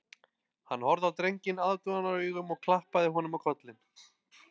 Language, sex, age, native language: Icelandic, male, 20-29, Icelandic